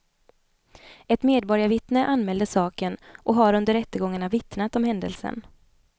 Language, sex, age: Swedish, female, 29